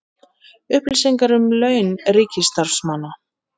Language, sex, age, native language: Icelandic, female, 30-39, Icelandic